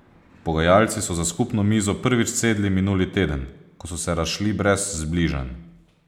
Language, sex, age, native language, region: Slovenian, male, 30-49, Slovenian, Posavska region